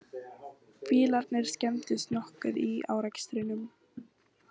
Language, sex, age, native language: Icelandic, female, 18-19, Icelandic